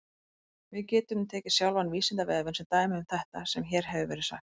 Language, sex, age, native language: Icelandic, female, 20-29, Icelandic